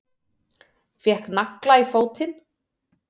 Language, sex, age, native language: Icelandic, female, 30-39, Icelandic